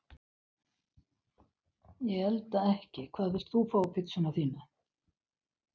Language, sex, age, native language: Icelandic, female, 60-69, Icelandic